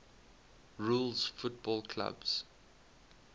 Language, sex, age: English, male, 21